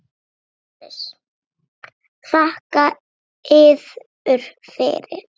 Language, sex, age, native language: Icelandic, female, 6, Icelandic